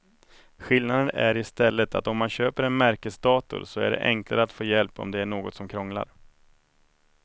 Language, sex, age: Swedish, male, 31